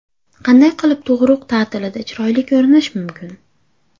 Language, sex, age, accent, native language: Uzbek, female, 18-24, Andijon, Uzbek